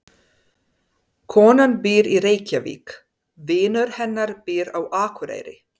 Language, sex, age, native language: Icelandic, female, 30-39, Serbo-Croatian